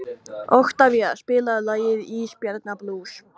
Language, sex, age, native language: Icelandic, male, 14, Icelandic